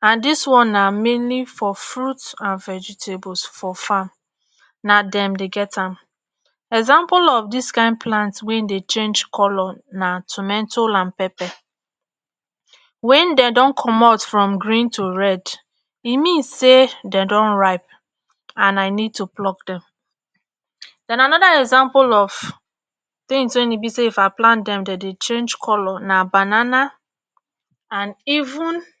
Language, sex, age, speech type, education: Nigerian Pidgin, female, 30-45, spontaneous, tertiary